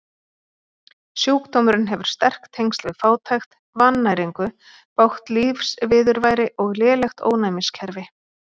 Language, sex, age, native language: Icelandic, female, 30-39, Icelandic